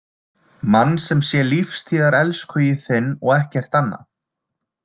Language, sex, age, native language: Icelandic, male, 20-29, Icelandic